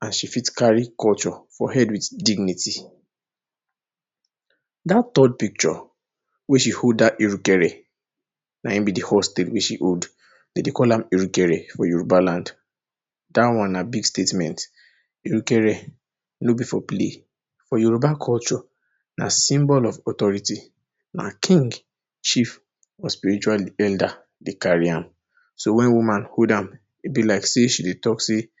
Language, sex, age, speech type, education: Nigerian Pidgin, male, 30-45, spontaneous, tertiary